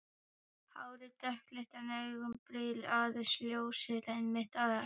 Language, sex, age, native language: Icelandic, male, 12, Icelandic